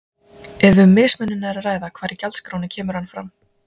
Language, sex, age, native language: Icelandic, female, 20-29, Icelandic